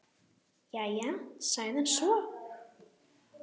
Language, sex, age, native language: Icelandic, female, 9, Icelandic